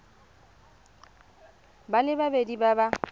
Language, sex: Tswana, female